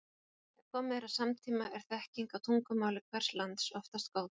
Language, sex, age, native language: Icelandic, female, 40-49, Icelandic